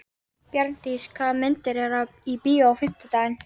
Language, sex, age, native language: Icelandic, female, 13, Icelandic